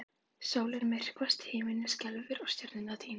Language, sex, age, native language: Icelandic, female, 11, Icelandic